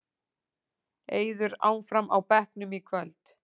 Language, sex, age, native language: Icelandic, female, 40-49, Icelandic